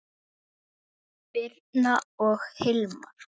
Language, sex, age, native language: Icelandic, male, 8, Icelandic